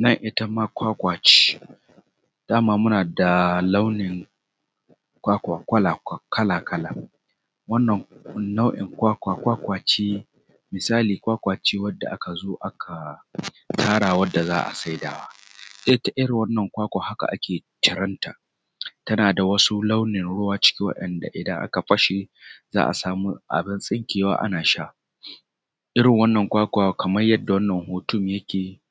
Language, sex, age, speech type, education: Hausa, male, 30-45, spontaneous, tertiary